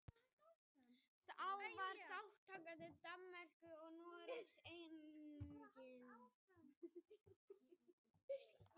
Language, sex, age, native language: Icelandic, male, 18-19, Icelandic